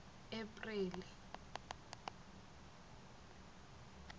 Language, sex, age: South Ndebele, female, 21